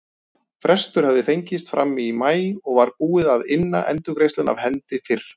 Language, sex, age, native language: Icelandic, male, 30-39, Icelandic